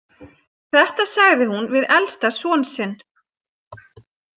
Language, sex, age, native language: Icelandic, female, 30-39, Icelandic